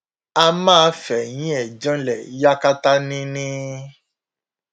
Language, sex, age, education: Yoruba, male, 46-60, tertiary